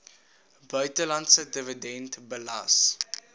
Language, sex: Afrikaans, male